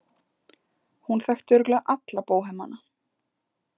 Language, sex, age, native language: Icelandic, female, 20-29, Icelandic